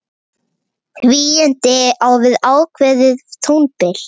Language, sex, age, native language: Icelandic, male, 8, Icelandic